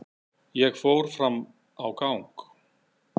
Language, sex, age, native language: Icelandic, male, 60-69, Icelandic